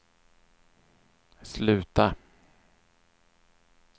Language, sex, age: Swedish, male, 39